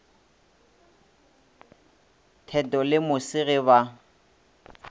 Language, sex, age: Northern Sotho, male, 26